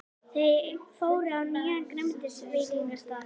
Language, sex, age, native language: Icelandic, female, 11, Icelandic